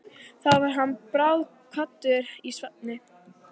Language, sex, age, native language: Icelandic, female, 11, Icelandic